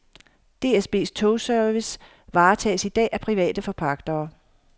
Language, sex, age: Danish, female, 51